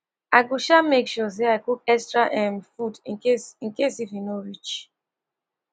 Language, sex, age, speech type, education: Nigerian Pidgin, female, 15-29, spontaneous, tertiary